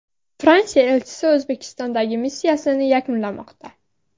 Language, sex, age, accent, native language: Uzbek, female, under 19, Surxondaryo, Uzbek